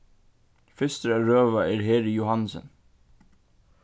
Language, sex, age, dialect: Faroese, male, 15-35, Suðurstreymoy